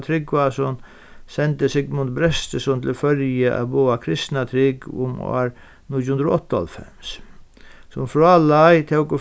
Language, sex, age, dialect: Faroese, male, 36-60, Sandoy